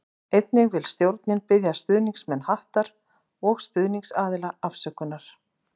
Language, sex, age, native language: Icelandic, female, 40-49, Icelandic